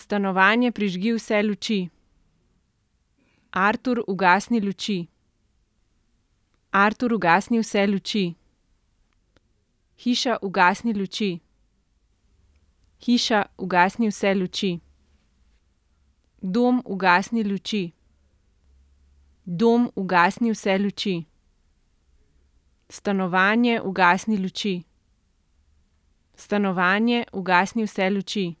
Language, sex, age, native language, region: Slovenian, female, 30-49, Slovenian, Central Slovenia